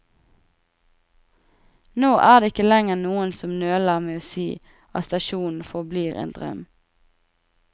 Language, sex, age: Norwegian, female, 20